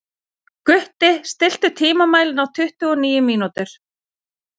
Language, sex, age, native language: Icelandic, female, 40-49, Icelandic